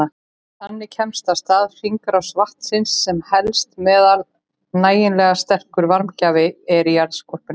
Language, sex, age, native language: Icelandic, female, 40-49, Icelandic